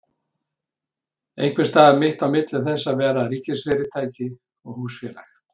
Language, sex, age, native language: Icelandic, male, 60-69, Icelandic